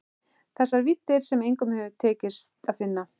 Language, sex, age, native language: Icelandic, male, 11, Icelandic